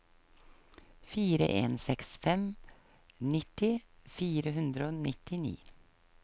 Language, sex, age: Norwegian, female, 48